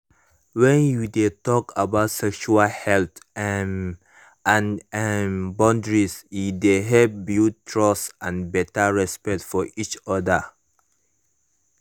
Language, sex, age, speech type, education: Nigerian Pidgin, male, 15-29, spontaneous, tertiary